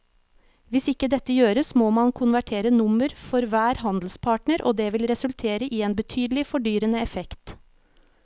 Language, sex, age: Norwegian, female, 36